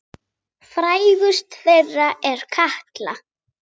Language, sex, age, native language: Icelandic, female, 8, Icelandic